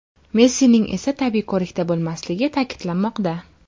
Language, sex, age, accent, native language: Uzbek, female, 12-17, Farg'ona, Uzbek